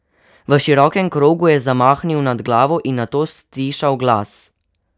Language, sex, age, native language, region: Slovenian, male, 12-17, Slovenian, Savinja region